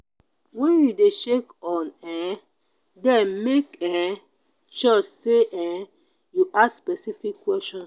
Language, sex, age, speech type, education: Nigerian Pidgin, female, 30-45, spontaneous, tertiary